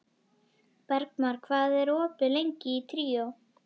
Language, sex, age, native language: Icelandic, female, 11, Icelandic